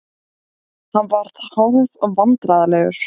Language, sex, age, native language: Icelandic, female, 17, Icelandic